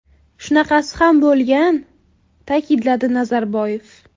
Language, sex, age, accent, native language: Uzbek, female, 18-24, Buxoro, Uzbek